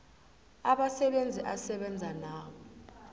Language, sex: South Ndebele, female